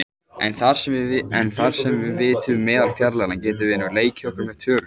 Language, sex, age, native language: Icelandic, male, 18-19, Icelandic